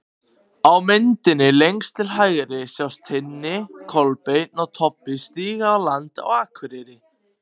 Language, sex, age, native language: Icelandic, other, 18-19, Icelandic